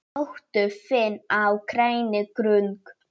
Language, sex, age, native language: Icelandic, female, 9, Polish